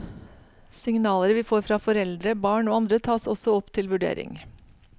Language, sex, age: Norwegian, female, 49